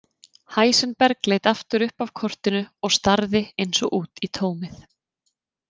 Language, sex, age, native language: Icelandic, female, 30-39, Icelandic